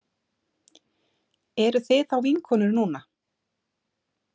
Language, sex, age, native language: Icelandic, female, 30-39, Icelandic